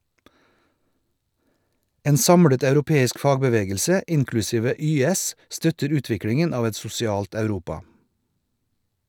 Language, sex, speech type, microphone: Norwegian, male, read, Shure